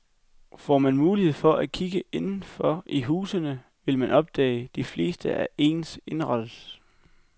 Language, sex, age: Danish, male, 21